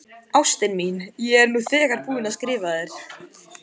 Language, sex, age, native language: Icelandic, male, 14, Icelandic